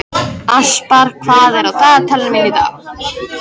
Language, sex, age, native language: Icelandic, female, 13, Icelandic